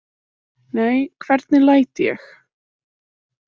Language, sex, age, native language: Icelandic, female, 18-19, Icelandic